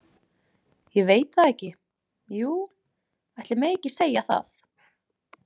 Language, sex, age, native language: Icelandic, female, 20-29, Icelandic